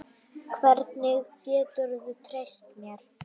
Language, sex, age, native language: Icelandic, female, 9, Icelandic